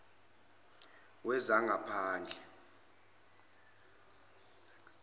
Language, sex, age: Zulu, male, 25